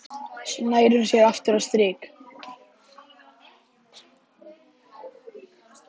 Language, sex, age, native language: Icelandic, male, 11, Icelandic